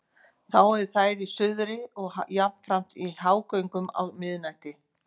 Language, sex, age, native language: Icelandic, female, 50-59, Icelandic